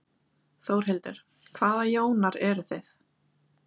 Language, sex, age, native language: Icelandic, female, 20-29, Icelandic